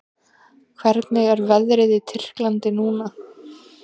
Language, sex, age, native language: Icelandic, female, 20-29, Icelandic